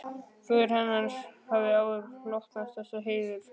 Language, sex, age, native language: Icelandic, male, 12, Icelandic